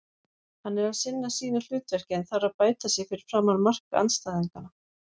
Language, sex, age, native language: Icelandic, female, 40-49, Icelandic